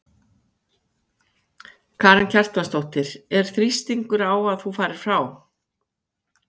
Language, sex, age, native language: Icelandic, female, 50-59, Icelandic